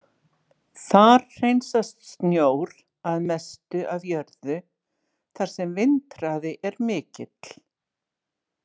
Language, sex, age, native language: Icelandic, female, 60-69, Icelandic